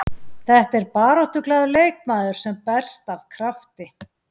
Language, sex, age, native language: Icelandic, female, 40-49, Icelandic